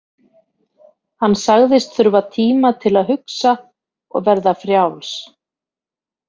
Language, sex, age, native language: Icelandic, female, 50-59, Icelandic